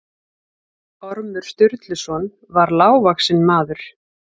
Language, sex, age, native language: Icelandic, female, 40-49, Icelandic